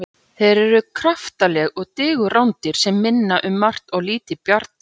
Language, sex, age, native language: Icelandic, female, 40-49, Icelandic